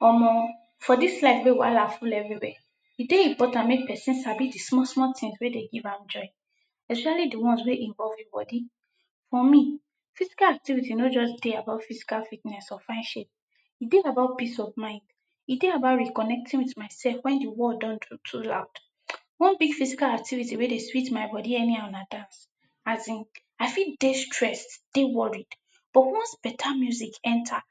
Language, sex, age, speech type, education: Nigerian Pidgin, female, 15-29, spontaneous, tertiary